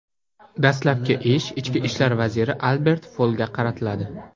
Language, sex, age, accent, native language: Uzbek, male, under 19, Jizzax, Uzbek